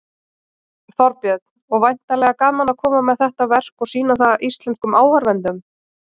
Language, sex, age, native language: Icelandic, female, 30-39, Icelandic